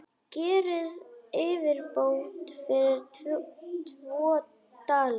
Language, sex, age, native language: Icelandic, female, 10, Icelandic